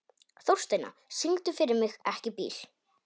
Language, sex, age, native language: Icelandic, male, 18-19, Polish